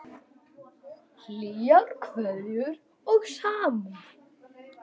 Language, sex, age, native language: Icelandic, female, 9, Icelandic